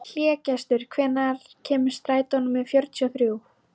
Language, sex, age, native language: Icelandic, female, 13, Icelandic